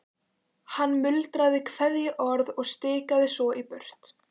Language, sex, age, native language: Icelandic, female, 14, Icelandic